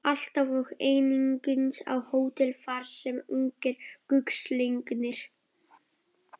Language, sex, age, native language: Icelandic, male, 12, Polish